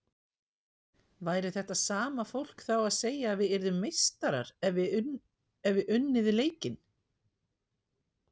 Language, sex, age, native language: Icelandic, female, 50-59, Icelandic